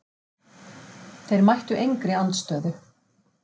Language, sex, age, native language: Icelandic, female, 50-59, Icelandic